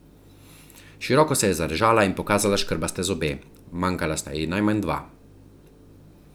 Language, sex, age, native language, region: Slovenian, male, 30-49, Slovenian, Central Slovenia